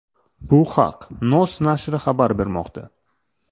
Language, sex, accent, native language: Uzbek, male, Toshkent shahri, Uzbek